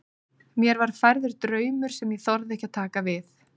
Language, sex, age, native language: Icelandic, female, 30-39, Icelandic